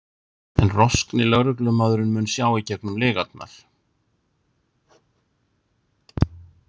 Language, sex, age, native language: Icelandic, male, 60-69, Icelandic